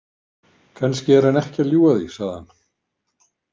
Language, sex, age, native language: Icelandic, male, 50-59, Icelandic